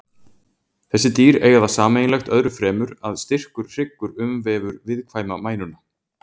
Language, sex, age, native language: Icelandic, male, 40-49, Icelandic